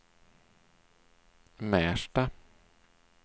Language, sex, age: Swedish, male, 39